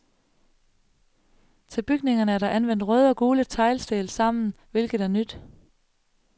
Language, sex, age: Danish, female, 35